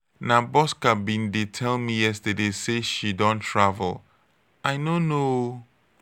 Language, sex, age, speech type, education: Nigerian Pidgin, male, 30-45, spontaneous, tertiary